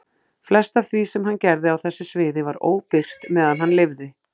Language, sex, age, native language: Icelandic, female, 40-49, Icelandic